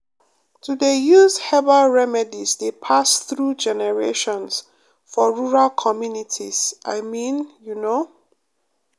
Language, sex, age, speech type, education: Nigerian Pidgin, female, 30-45, spontaneous, tertiary